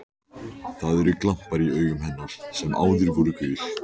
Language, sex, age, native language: Icelandic, male, 14, Icelandic